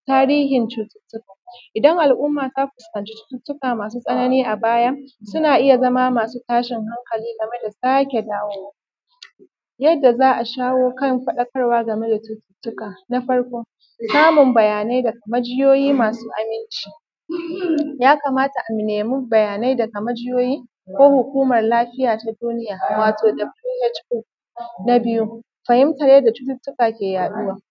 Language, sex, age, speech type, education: Hausa, female, 30-45, spontaneous, primary